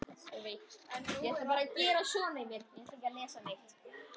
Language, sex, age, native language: Icelandic, male, 10, Icelandic